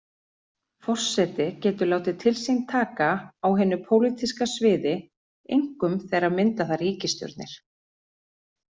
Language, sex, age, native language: Icelandic, female, 40-49, Icelandic